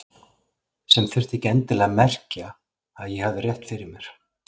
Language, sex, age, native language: Icelandic, male, 40-49, Icelandic